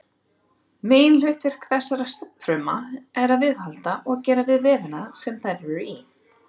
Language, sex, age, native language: Icelandic, female, 30-39, Icelandic